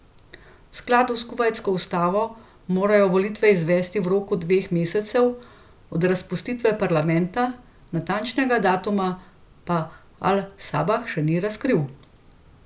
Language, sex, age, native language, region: Slovenian, female, 50-59, Slovenian, Central Slovenia